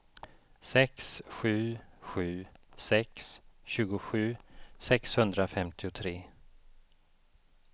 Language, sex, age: Swedish, male, 54